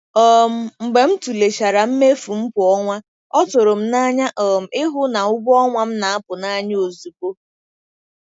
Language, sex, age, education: Igbo, female, 15-29, tertiary